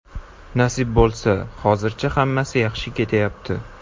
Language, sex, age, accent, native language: Uzbek, male, 18-24, Jizzax, Uzbek